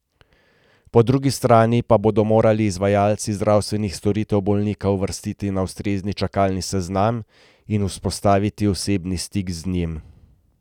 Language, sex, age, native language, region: Slovenian, male, 30-49, Slovenian, Gorenjska region